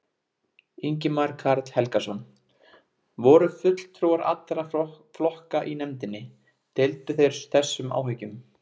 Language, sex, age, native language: Icelandic, male, 20-29, Icelandic